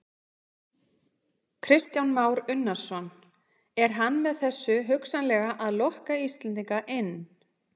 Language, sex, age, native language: Icelandic, female, 30-39, Icelandic